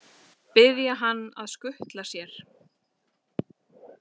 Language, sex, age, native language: Icelandic, female, 40-49, Icelandic